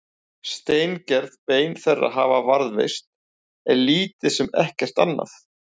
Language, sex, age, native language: Icelandic, male, 40-49, Icelandic